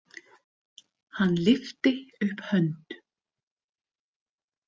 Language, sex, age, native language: Icelandic, female, 30-39, Icelandic